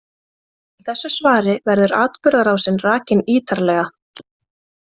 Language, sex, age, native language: Icelandic, female, 20-29, Icelandic